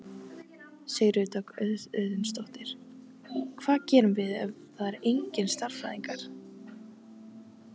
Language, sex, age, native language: Icelandic, female, 18-19, Icelandic